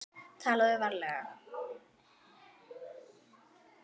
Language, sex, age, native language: Icelandic, female, 9, Icelandic